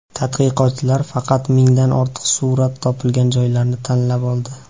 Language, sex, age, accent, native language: Uzbek, male, 18-24, Farg'ona, Uzbek